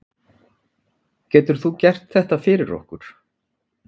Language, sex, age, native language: Icelandic, male, 40-49, Icelandic